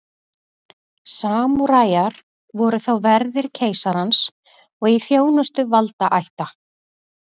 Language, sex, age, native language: Icelandic, female, 40-49, Icelandic